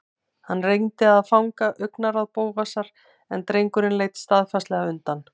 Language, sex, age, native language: Icelandic, female, 40-49, Icelandic